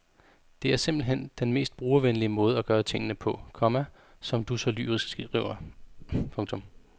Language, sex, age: Danish, male, 32